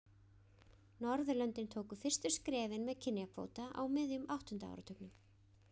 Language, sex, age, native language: Icelandic, female, 20-29, Icelandic